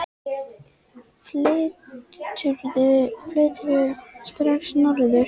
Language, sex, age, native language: Icelandic, female, 10, Icelandic